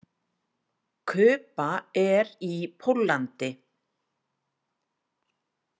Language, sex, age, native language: Icelandic, female, 50-59, Icelandic